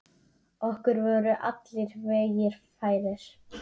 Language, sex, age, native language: Icelandic, female, 7, Icelandic